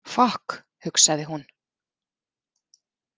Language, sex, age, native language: Icelandic, female, 40-49, Icelandic